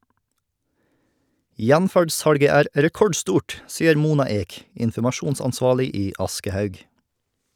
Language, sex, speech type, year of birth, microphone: Norwegian, male, read, 1989, Shure